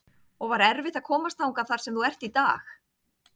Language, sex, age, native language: Icelandic, female, 30-39, Icelandic